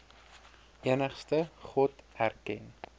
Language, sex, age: Afrikaans, male, 23